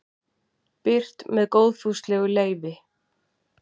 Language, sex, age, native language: Icelandic, female, 40-49, Icelandic